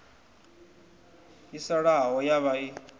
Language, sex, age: Venda, male, 21